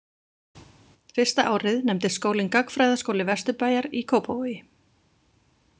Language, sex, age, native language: Icelandic, female, 40-49, Icelandic